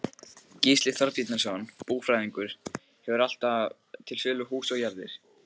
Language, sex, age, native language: Icelandic, male, 15, Icelandic